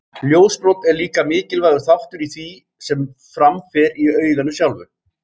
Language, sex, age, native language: Icelandic, male, 18-19, Icelandic